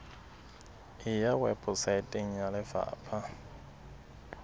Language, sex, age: Southern Sotho, male, 21